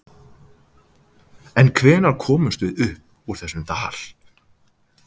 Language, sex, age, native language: Icelandic, male, 18-19, Icelandic